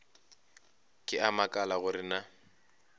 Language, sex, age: Northern Sotho, male, 25